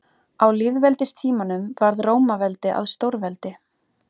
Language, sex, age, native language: Icelandic, female, 30-39, Icelandic